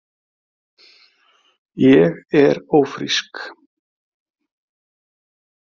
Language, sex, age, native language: Icelandic, male, 30-39, Icelandic